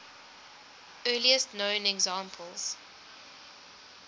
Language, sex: English, female